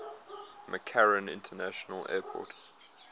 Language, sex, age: English, male, 22